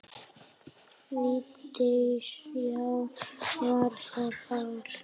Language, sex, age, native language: Icelandic, male, 8, Icelandic